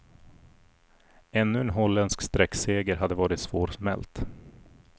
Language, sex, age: Swedish, male, 40